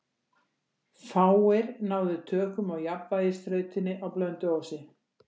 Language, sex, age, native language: Icelandic, female, 60-69, Icelandic